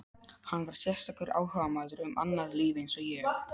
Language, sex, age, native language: Icelandic, male, 12, Polish